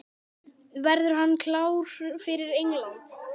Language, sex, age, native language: Icelandic, male, 10, Icelandic